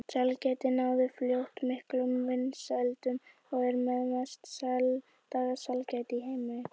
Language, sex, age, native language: Icelandic, female, 18-19, Icelandic